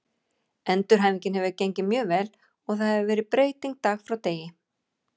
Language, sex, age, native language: Icelandic, female, 40-49, Icelandic